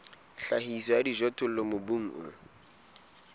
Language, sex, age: Southern Sotho, male, 22